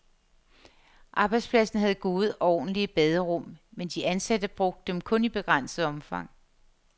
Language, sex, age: Danish, female, 50